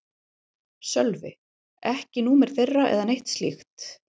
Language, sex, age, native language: Icelandic, female, 40-49, Icelandic